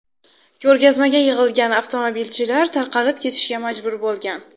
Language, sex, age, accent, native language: Uzbek, female, under 19, Xorazm, Uzbek